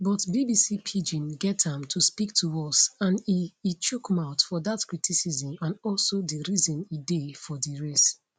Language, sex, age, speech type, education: Nigerian Pidgin, female, 15-29, spontaneous, tertiary